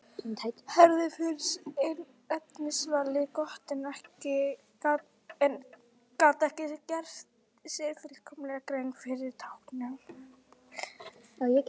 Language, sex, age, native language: Icelandic, female, 40-49, Icelandic